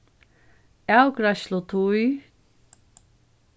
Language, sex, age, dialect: Faroese, female, 36-60, Norðurstreymoy/Eysturoy